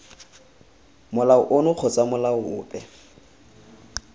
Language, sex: Tswana, male